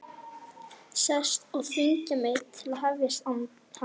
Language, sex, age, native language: Icelandic, female, 11, Icelandic